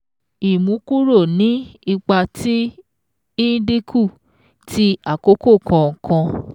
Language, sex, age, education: Yoruba, female, 15-29, secondary